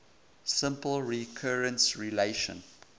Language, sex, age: English, male, 20